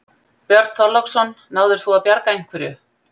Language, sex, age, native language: Icelandic, female, 50-59, Icelandic